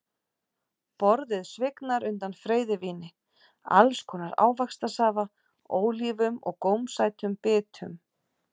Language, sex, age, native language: Icelandic, female, 40-49, Icelandic